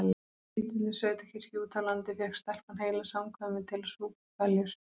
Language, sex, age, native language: Icelandic, female, 30-39, Icelandic